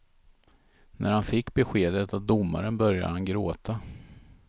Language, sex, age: Swedish, male, 51